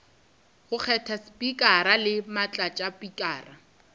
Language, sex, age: Northern Sotho, female, 26